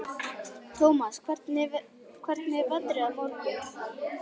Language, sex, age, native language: Icelandic, male, 11, Icelandic